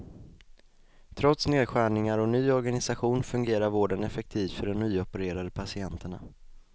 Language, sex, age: Swedish, male, 20